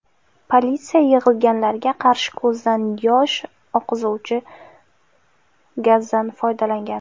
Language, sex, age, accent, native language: Uzbek, female, 18-24, Jizzax, Uzbek